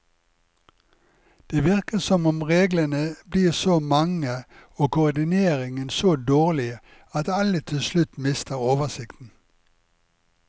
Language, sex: Norwegian, male